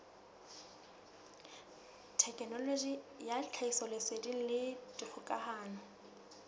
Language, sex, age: Southern Sotho, female, 19